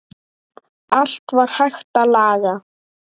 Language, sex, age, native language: Icelandic, male, 9, Icelandic